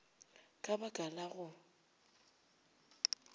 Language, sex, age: Northern Sotho, female, 25